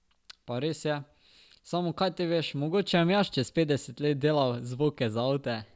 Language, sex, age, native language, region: Slovenian, male, 12-17, Slovenian, Drava region